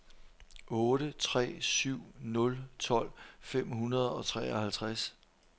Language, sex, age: Danish, male, 43